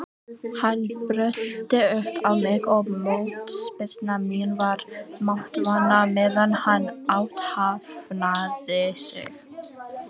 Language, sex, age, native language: Icelandic, female, 18-19, Icelandic